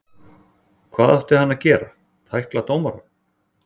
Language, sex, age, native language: Icelandic, male, 40-49, Icelandic